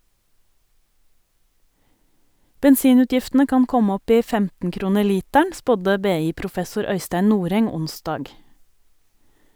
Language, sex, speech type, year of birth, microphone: Norwegian, female, read, 1971, Sennheiser